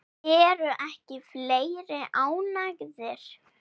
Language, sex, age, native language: Icelandic, female, 8, Icelandic